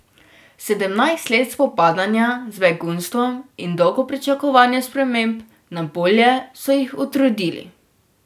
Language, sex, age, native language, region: Slovenian, female, 12-17, Slovenian, Drava region